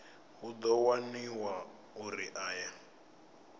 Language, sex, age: Venda, male, 24